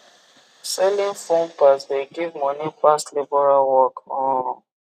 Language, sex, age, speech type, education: Nigerian Pidgin, male, 15-29, spontaneous, tertiary